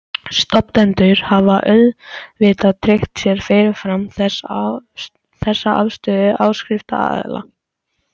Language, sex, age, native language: Icelandic, male, 14, Icelandic